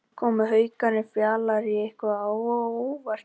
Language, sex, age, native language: Icelandic, male, 18-19, Icelandic